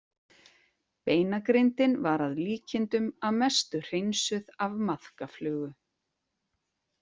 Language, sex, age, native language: Icelandic, female, 40-49, Icelandic